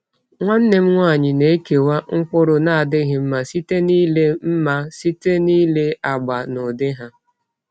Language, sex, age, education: Igbo, female, 30-45, tertiary